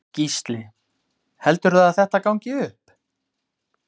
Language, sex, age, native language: Icelandic, male, 20-29, Icelandic